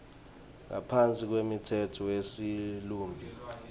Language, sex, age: Swati, male, 23